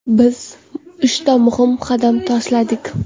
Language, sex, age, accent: Uzbek, female, 18-24, Qoraqalpog'iston